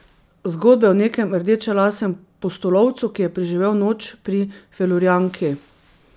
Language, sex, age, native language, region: Slovenian, female, 30-49, Slovenian, Drava region